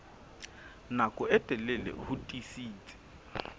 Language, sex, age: Southern Sotho, female, 24